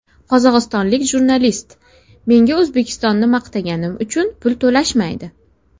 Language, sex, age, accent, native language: Uzbek, female, under 19, Namangan, Uzbek